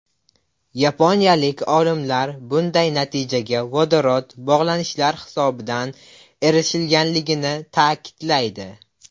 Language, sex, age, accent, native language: Uzbek, male, under 19, Buxoro, Uzbek